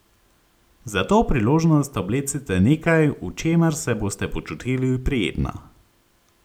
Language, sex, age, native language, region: Slovenian, male, 18-29, Slovenian, Gorenjska region